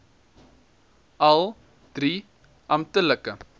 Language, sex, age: Afrikaans, male, 19